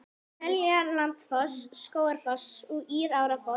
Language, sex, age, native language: Icelandic, female, 11, Icelandic